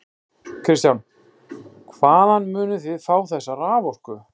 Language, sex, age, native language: Icelandic, male, 40-49, Icelandic